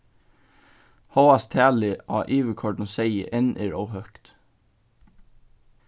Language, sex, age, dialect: Faroese, male, 15-35, Suðurstreymoy